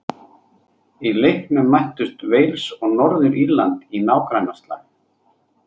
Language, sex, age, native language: Icelandic, male, 30-39, Icelandic